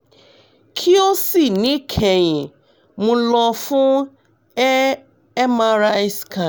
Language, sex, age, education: Yoruba, female, 30-45, tertiary